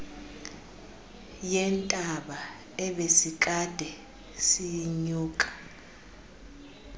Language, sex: Xhosa, female